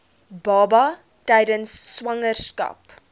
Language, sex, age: Afrikaans, female, 19